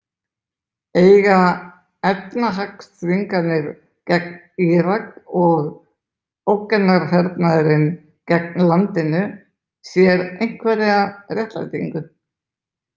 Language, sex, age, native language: Icelandic, male, 20-29, Icelandic